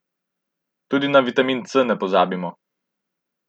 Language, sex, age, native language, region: Slovenian, male, 18-29, Slovenian, Central Slovenia